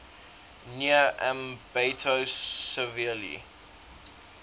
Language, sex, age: English, male, 19